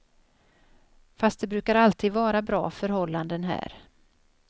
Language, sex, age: Swedish, female, 56